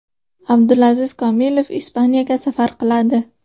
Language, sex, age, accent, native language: Uzbek, female, 18-24, Farg'ona, Uzbek